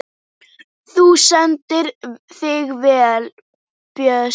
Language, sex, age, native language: Icelandic, female, 11, Icelandic